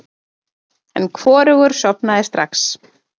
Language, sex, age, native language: Icelandic, female, 30-39, Icelandic